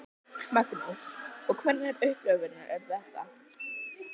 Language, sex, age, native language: Icelandic, other, 12, Icelandic